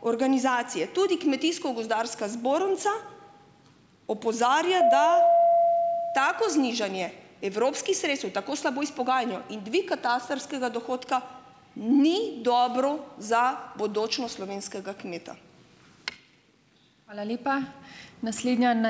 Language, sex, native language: Slovenian, female, Slovenian